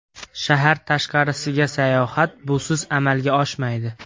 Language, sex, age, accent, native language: Uzbek, male, 18-24, Andijon, Uzbek